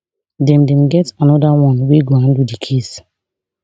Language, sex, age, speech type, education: Nigerian Pidgin, female, 30-45, spontaneous, tertiary